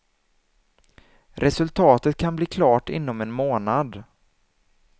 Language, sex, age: Swedish, male, 27